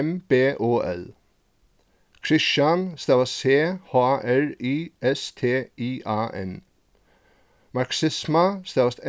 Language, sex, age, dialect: Faroese, male, 36-60, Suðurstreymoy